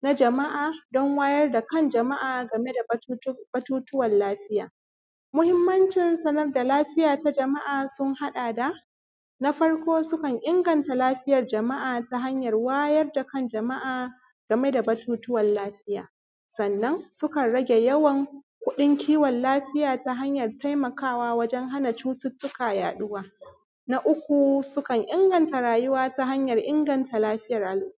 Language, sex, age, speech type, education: Hausa, female, 30-45, spontaneous, primary